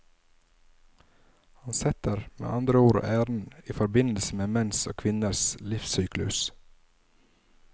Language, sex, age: Norwegian, male, 27